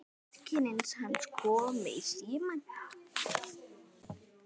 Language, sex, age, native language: Icelandic, female, 9, Icelandic